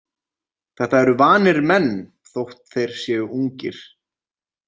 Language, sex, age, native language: Icelandic, male, 20-29, Icelandic